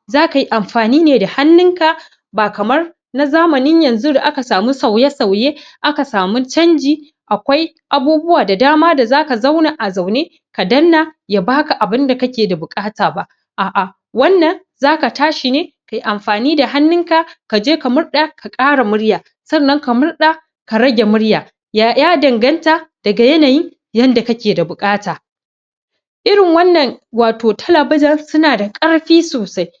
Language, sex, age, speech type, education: Hausa, female, 15-29, spontaneous, tertiary